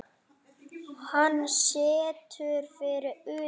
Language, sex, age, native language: Icelandic, male, 8, Icelandic